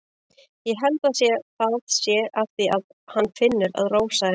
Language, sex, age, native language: Icelandic, female, 40-49, Icelandic